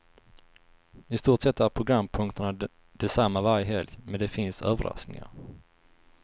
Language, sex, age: Swedish, male, 19